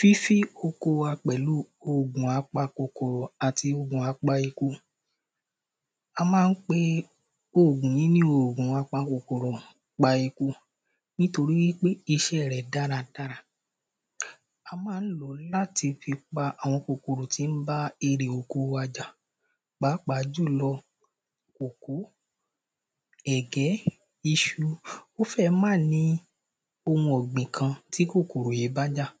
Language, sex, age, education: Yoruba, male, 30-45, primary